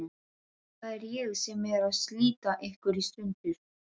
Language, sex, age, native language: Icelandic, female, 12, Serbo-Croatian